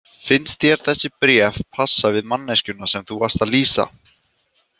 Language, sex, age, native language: Icelandic, female, 18-19, Icelandic